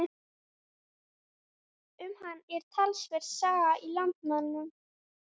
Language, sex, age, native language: Icelandic, female, 20-29, Icelandic